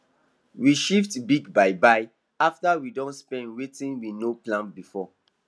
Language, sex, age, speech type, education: Nigerian Pidgin, male, 15-29, spontaneous, tertiary